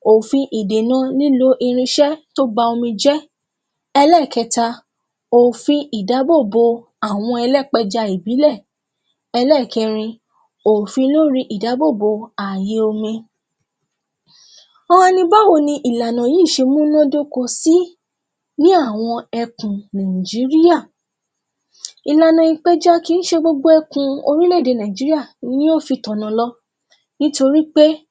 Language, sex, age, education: Yoruba, female, 15-29, tertiary